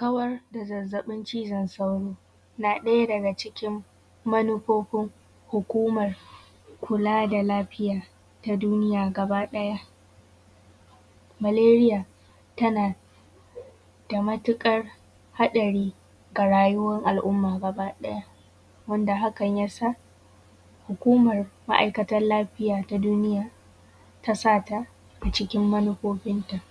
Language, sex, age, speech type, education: Hausa, female, 15-29, spontaneous, tertiary